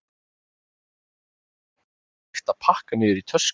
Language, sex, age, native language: Icelandic, male, 30-39, Icelandic